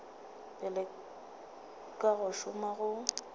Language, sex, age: Northern Sotho, female, 27